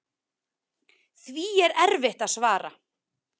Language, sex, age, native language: Icelandic, female, 30-39, Icelandic